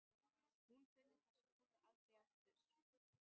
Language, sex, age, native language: Icelandic, female, 12, Icelandic